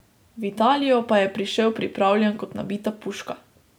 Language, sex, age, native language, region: Slovenian, female, 18-29, Slovenian, Drava region